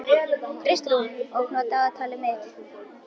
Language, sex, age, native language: Icelandic, male, 11, Icelandic